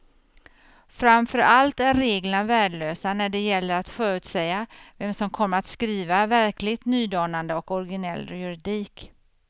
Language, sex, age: Swedish, female, 50